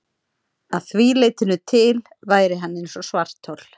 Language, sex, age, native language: Icelandic, female, 30-39, Icelandic